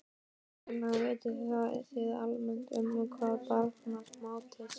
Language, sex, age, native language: Icelandic, male, 12, Icelandic